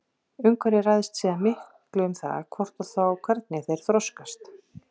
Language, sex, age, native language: Icelandic, female, 40-49, Icelandic